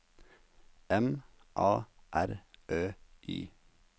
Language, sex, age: Norwegian, male, 27